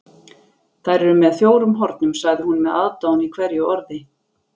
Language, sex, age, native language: Icelandic, female, 40-49, Icelandic